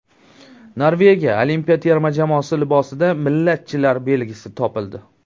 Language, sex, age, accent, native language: Uzbek, male, 19-29, Surxondaryo, Uzbek